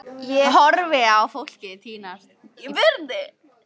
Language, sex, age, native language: Icelandic, female, 13, Icelandic